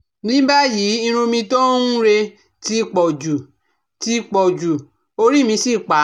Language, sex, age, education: Yoruba, female, 30-45, tertiary